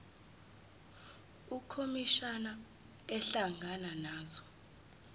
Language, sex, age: Zulu, female, 18